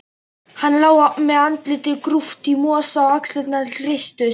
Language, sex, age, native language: Icelandic, male, 11, Icelandic